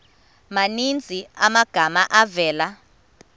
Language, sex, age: Xhosa, female, 24